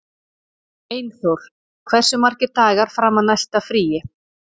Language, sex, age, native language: Icelandic, female, 40-49, Icelandic